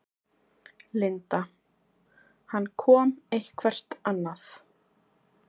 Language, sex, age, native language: Icelandic, female, 20-29, Icelandic